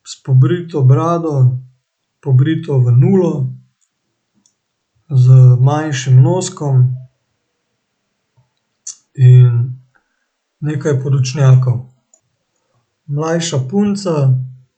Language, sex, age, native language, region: Slovenian, male, 18-29, Slovenian, Central Slovenia